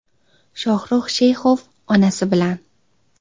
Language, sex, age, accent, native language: Uzbek, female, 19-29, Xorazm, Uzbek